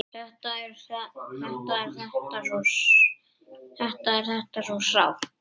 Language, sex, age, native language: Icelandic, male, 8, Icelandic